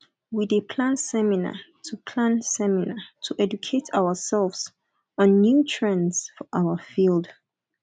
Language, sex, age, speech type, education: Nigerian Pidgin, female, 15-29, spontaneous, tertiary